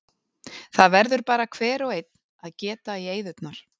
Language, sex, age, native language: Icelandic, female, 40-49, Icelandic